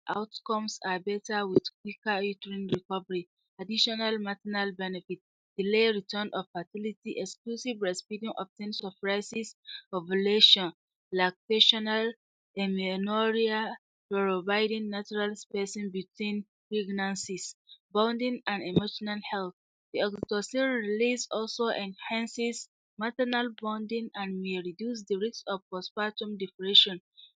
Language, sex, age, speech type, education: Hausa, female, 46-60, spontaneous, tertiary